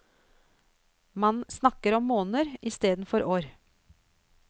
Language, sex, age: Norwegian, female, 49